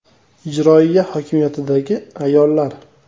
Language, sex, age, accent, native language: Uzbek, male, 25-34, Toshkent shahri, Uzbek